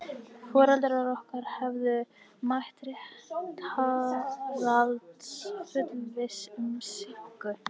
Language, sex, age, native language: Icelandic, female, 13, Icelandic